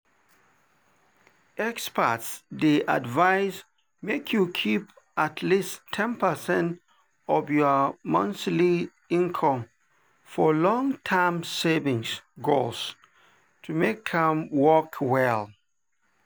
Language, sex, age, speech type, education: Nigerian Pidgin, male, 30-45, spontaneous, tertiary